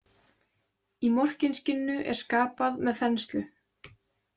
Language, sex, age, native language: Icelandic, female, 20-29, Icelandic